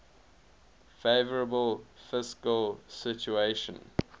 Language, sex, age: English, male, 21